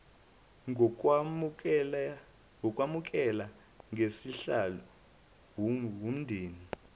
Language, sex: Zulu, male